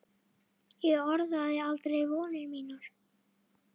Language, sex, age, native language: Icelandic, female, 8, Icelandic